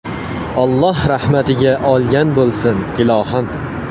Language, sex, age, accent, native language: Uzbek, male, 18-24, Farg'ona, Uzbek